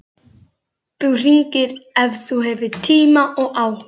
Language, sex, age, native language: Icelandic, male, 11, Icelandic